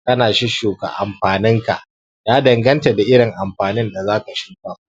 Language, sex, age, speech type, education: Hausa, male, 15-29, spontaneous, primary